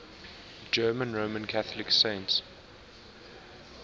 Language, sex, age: English, male, 19